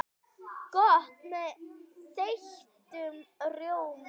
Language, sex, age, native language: Icelandic, female, 8, Icelandic